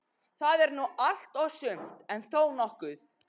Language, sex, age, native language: Icelandic, male, 12, Icelandic